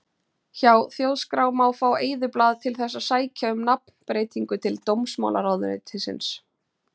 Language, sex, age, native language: Icelandic, female, 30-39, Icelandic